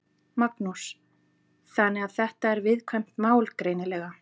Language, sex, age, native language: Icelandic, female, 40-49, Icelandic